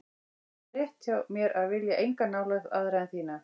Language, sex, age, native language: Icelandic, female, 18-19, Icelandic